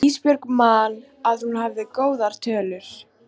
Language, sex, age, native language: Icelandic, female, 15, Icelandic